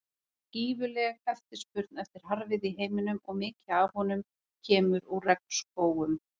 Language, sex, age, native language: Icelandic, female, 40-49, Icelandic